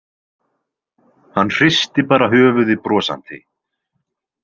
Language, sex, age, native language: Icelandic, male, 20-29, Icelandic